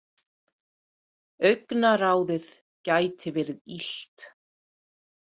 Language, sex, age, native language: Icelandic, female, 30-39, Icelandic